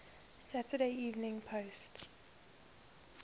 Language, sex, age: English, female, 21